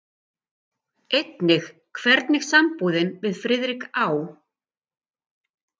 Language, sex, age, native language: Icelandic, female, 50-59, Icelandic